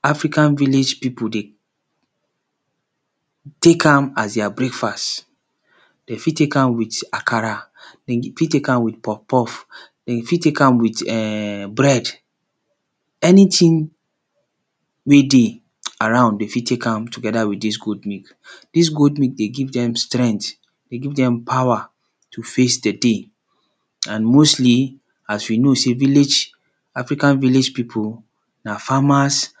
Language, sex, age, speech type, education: Nigerian Pidgin, male, 30-45, spontaneous, secondary